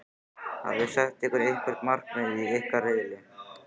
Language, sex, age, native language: Icelandic, female, 14, Icelandic